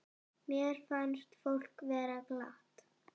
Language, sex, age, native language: Icelandic, female, 7, Icelandic